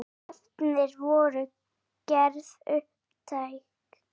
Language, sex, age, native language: Icelandic, female, 8, Icelandic